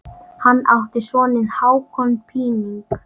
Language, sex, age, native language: Icelandic, female, 9, Icelandic